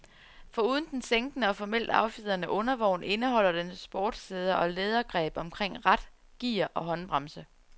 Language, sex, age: Danish, female, 34